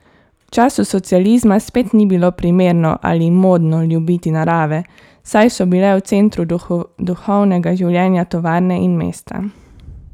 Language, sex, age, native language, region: Slovenian, female, 18-29, Slovenian, Savinja region